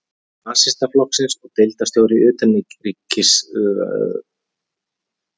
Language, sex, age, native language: Icelandic, male, 30-39, Icelandic